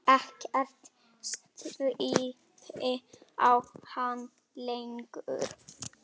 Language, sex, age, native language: Icelandic, male, 8, Icelandic